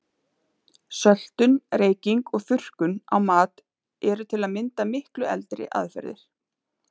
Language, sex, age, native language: Icelandic, female, 30-39, Icelandic